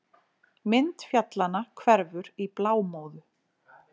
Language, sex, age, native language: Icelandic, female, 40-49, Icelandic